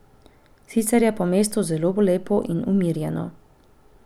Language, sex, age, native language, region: Slovenian, female, 30-49, Slovenian, Pomurje region